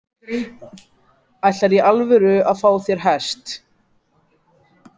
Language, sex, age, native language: Icelandic, other, 14, Icelandic